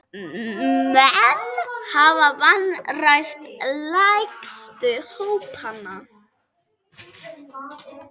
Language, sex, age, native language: Icelandic, female, 8, Icelandic